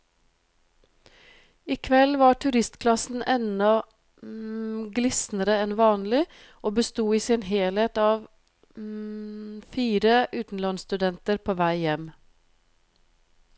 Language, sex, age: Norwegian, female, 42